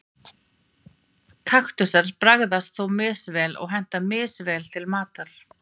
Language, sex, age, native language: Icelandic, female, 40-49, Icelandic